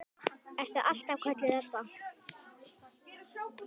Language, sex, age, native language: Icelandic, female, 10, Icelandic